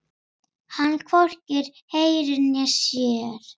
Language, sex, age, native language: Icelandic, female, 7, Icelandic